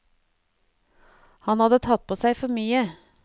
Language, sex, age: Norwegian, female, 49